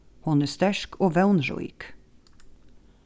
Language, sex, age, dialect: Faroese, female, 36-60, Norðuroyggjar